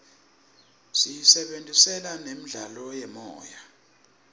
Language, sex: Swati, male